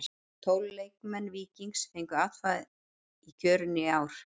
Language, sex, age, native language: Icelandic, female, 40-49, Icelandic